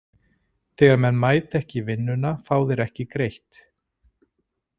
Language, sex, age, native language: Icelandic, male, 40-49, Icelandic